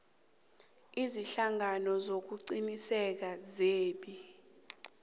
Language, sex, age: South Ndebele, female, 26